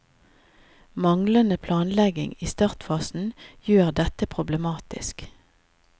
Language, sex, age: Norwegian, female, 50